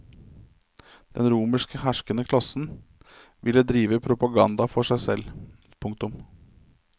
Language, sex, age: Norwegian, male, 27